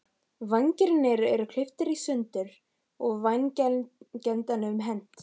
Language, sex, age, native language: Icelandic, female, 15, Icelandic